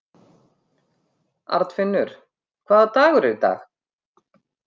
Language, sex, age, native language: Icelandic, female, 50-59, Icelandic